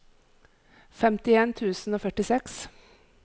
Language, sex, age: Norwegian, female, 43